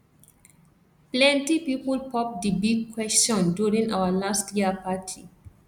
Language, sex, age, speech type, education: Nigerian Pidgin, female, 30-45, spontaneous, tertiary